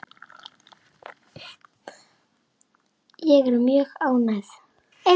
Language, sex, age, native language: Icelandic, male, 6, Icelandic